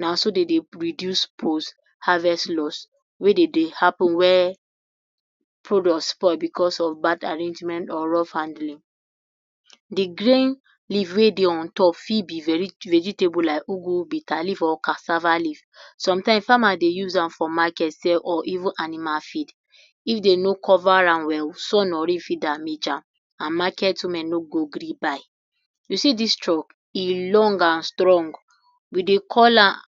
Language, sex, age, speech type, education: Nigerian Pidgin, female, 46-60, spontaneous, tertiary